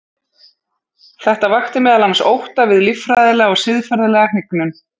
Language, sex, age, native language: Icelandic, female, 30-39, Icelandic